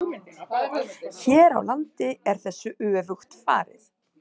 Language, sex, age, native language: Icelandic, female, 60-69, Icelandic